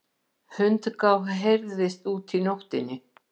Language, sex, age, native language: Icelandic, female, 70-79, Icelandic